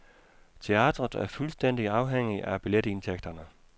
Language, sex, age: Danish, male, 56